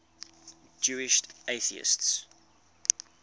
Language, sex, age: English, male, 21